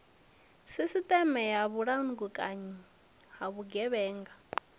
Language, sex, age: Venda, female, 25